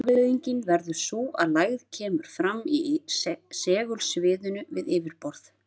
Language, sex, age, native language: Icelandic, female, 30-39, Icelandic